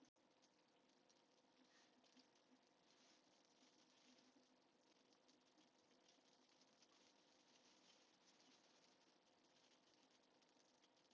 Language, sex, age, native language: Icelandic, female, 50-59, Icelandic